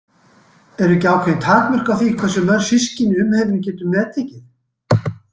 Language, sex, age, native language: Icelandic, male, 60-69, Icelandic